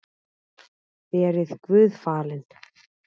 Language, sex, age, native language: Icelandic, female, 9, Icelandic